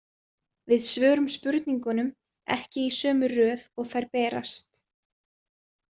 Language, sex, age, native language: Icelandic, female, 20-29, Icelandic